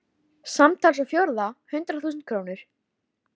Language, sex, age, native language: Icelandic, female, 13, Icelandic